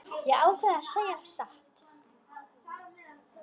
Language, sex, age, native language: Icelandic, female, 10, Icelandic